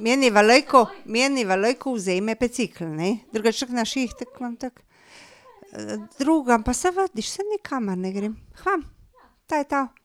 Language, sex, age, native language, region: Slovenian, female, 50-59, Slovenian, Drava region